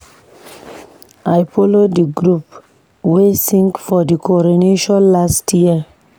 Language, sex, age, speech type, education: Nigerian Pidgin, female, 15-29, read, tertiary